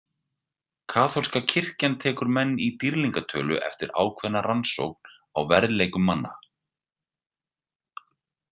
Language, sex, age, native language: Icelandic, male, 40-49, Icelandic